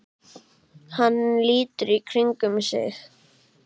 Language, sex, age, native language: Icelandic, male, 8, Icelandic